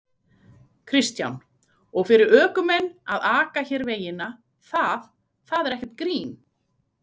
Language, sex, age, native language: Icelandic, female, 40-49, Icelandic